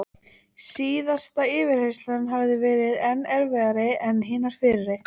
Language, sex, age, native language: Icelandic, female, 13, Icelandic